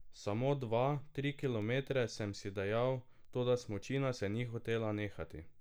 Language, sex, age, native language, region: Slovenian, male, 18-29, Slovenian, Drava region